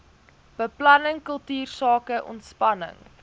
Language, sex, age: Afrikaans, female, 19